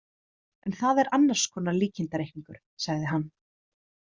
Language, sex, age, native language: Icelandic, female, 30-39, Icelandic